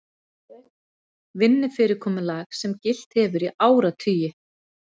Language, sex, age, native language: Icelandic, female, 40-49, Icelandic